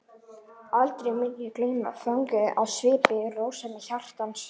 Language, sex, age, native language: Icelandic, female, 11, Icelandic